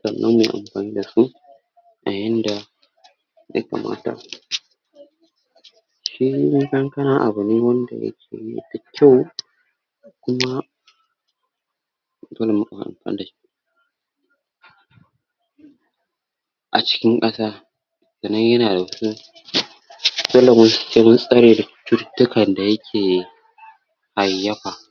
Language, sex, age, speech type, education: Hausa, male, 46-60, spontaneous, tertiary